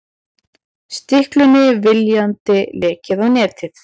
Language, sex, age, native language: Icelandic, female, 30-39, Icelandic